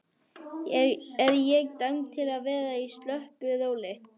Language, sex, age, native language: Icelandic, female, 11, Icelandic